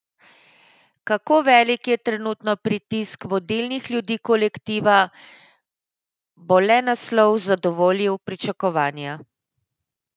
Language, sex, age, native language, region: Slovenian, female, 50-59, Slovenian, Central Slovenia